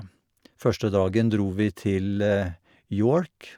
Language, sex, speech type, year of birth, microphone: Norwegian, male, spontaneous, 1952, Shure